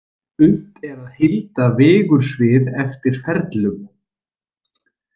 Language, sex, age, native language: Icelandic, male, 40-49, Icelandic